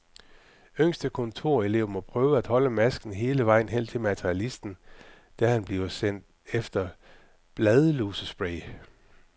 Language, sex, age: Danish, male, 44